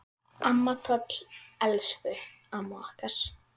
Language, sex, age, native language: Icelandic, female, 10, Icelandic